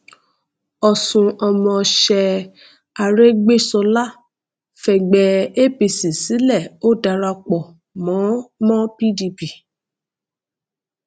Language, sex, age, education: Yoruba, female, 15-29, tertiary